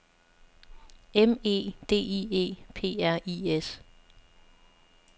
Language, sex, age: Danish, female, 27